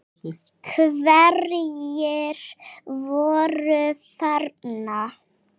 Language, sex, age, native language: Icelandic, female, 7, Icelandic